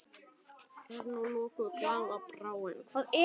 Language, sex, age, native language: Icelandic, male, 10, Icelandic